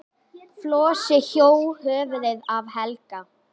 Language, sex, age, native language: Icelandic, female, 10, Icelandic